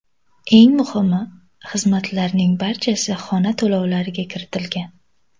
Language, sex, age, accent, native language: Uzbek, female, 18-24, Toshkent viloyati, Uzbek